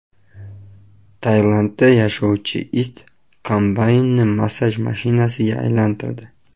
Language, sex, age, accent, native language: Uzbek, male, 18-24, Toshkent viloyati, Uzbek